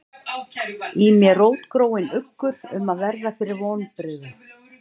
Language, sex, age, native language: Icelandic, female, 60-69, Icelandic